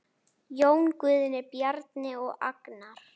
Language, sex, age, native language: Icelandic, female, 10, Icelandic